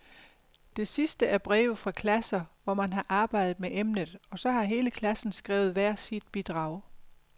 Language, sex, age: Danish, female, 50